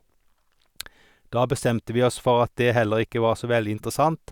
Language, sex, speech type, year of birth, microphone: Norwegian, male, spontaneous, 1951, Sennheiser